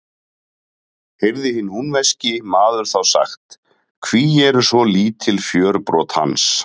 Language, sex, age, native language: Icelandic, male, 30-39, Icelandic